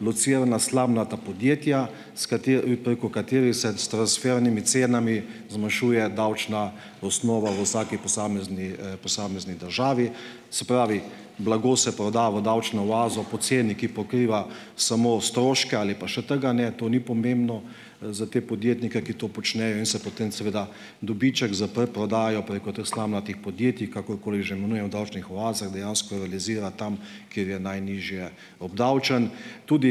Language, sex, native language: Slovenian, male, Slovenian